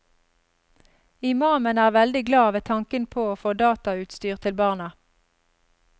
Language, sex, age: Norwegian, female, 32